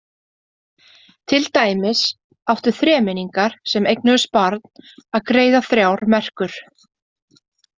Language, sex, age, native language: Icelandic, female, 30-39, Icelandic